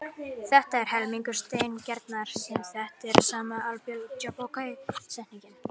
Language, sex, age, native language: Icelandic, female, 50-59, Icelandic